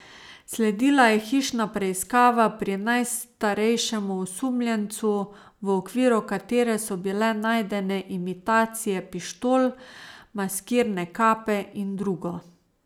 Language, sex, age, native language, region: Slovenian, female, 30-49, Slovenian, Savinja region